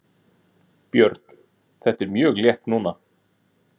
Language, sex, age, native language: Icelandic, male, 30-39, Icelandic